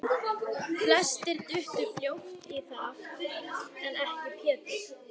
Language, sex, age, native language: Icelandic, female, 12, Icelandic